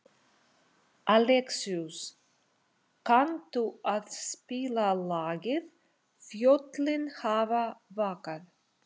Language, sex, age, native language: Icelandic, female, 40-49, Russian